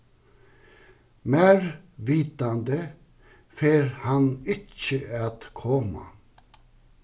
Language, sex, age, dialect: Faroese, male, 61+, Suðuroy